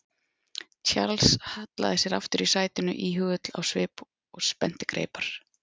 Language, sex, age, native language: Icelandic, female, 40-49, Icelandic